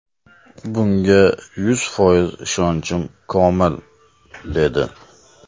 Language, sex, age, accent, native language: Uzbek, male, 25-34, Qashqadaryo, Uzbek